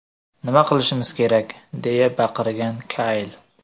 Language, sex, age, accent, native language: Uzbek, male, 18-24, Surxondaryo, Uzbek